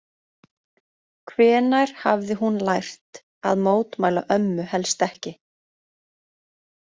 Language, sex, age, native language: Icelandic, female, 30-39, Icelandic